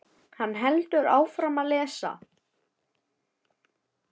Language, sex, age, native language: Icelandic, male, 10, Icelandic